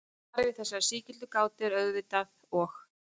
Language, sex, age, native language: Icelandic, female, 30-39, Icelandic